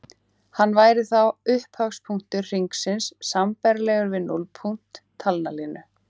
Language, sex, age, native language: Icelandic, female, 18-19, Icelandic